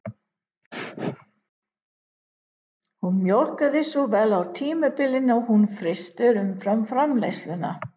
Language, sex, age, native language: Icelandic, female, 50-59, English